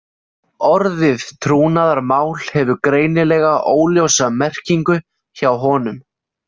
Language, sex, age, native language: Icelandic, male, 20-29, Icelandic